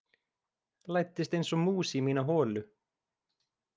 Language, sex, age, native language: Icelandic, male, 20-29, Icelandic